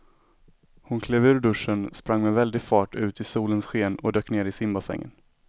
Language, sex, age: Swedish, male, 17